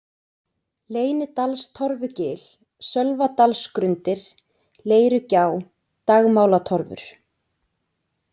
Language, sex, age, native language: Icelandic, female, 20-29, Icelandic